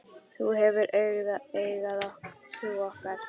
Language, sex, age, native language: Icelandic, female, 10, Icelandic